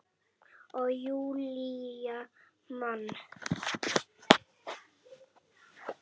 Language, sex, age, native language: Icelandic, male, 8, Icelandic